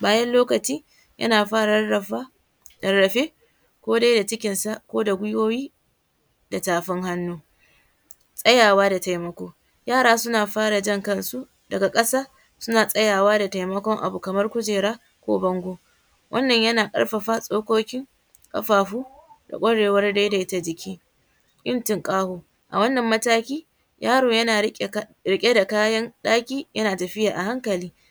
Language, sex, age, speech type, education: Hausa, female, 15-29, spontaneous, secondary